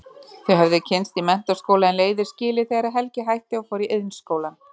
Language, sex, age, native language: Icelandic, female, 30-39, Icelandic